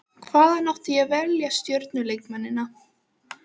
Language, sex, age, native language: Icelandic, female, 12, Icelandic